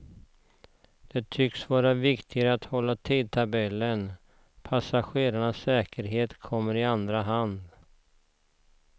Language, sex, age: Swedish, male, 49